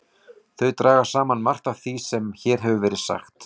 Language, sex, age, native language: Icelandic, male, 40-49, Icelandic